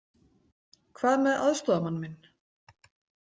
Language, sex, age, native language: Icelandic, female, 40-49, Icelandic